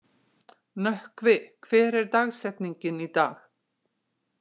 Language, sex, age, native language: Icelandic, female, 60-69, Icelandic